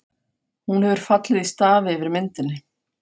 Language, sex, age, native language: Icelandic, female, 40-49, Faroese